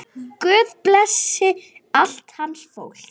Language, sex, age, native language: Icelandic, female, 9, Icelandic